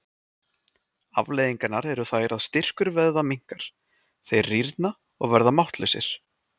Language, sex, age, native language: Icelandic, male, 20-29, Icelandic